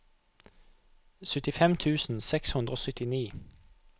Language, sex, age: Norwegian, male, 28